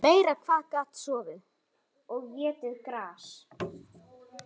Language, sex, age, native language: Icelandic, female, 9, Icelandic